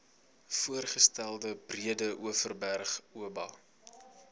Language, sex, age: Afrikaans, male, 21